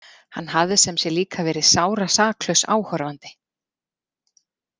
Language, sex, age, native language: Icelandic, female, 40-49, Icelandic